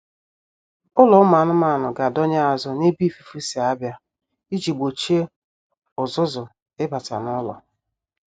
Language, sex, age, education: Igbo, female, 30-45, tertiary